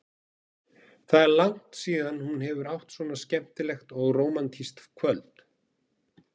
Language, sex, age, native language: Icelandic, male, 40-49, Icelandic